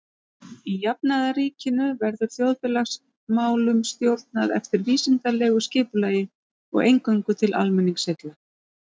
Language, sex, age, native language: Icelandic, female, 40-49, Icelandic